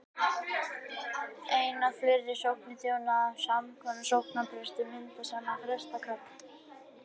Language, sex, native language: Icelandic, male, Icelandic